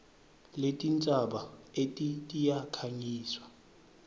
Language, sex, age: Swati, male, 23